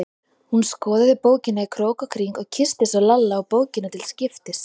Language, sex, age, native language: Icelandic, female, 20-29, Icelandic